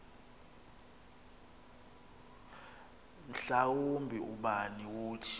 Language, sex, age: Xhosa, male, 26